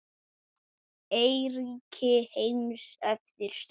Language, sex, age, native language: Icelandic, male, 9, Icelandic